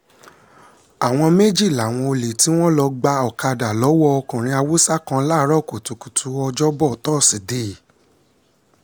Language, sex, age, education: Yoruba, male, 30-45, secondary